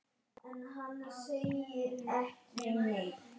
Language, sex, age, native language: Icelandic, other, 10, Icelandic